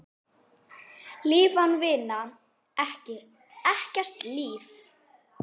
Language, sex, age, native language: Icelandic, female, 9, Icelandic